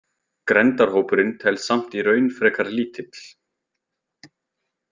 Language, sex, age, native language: Icelandic, male, 20-29, Icelandic